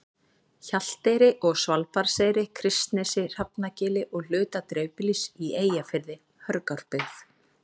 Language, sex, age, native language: Icelandic, female, 40-49, Icelandic